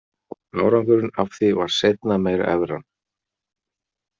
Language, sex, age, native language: Icelandic, male, 40-49, Icelandic